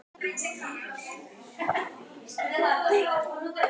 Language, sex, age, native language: Icelandic, female, 18-19, Icelandic